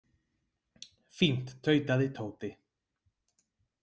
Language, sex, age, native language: Icelandic, male, 20-29, Icelandic